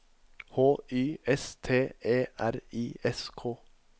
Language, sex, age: Norwegian, male, 21